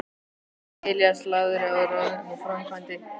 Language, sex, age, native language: Icelandic, male, 11, Icelandic